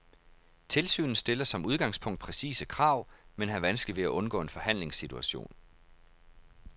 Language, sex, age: Danish, male, 31